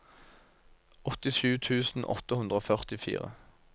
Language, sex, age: Norwegian, male, 24